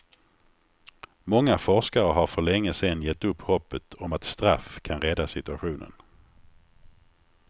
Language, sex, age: Swedish, male, 49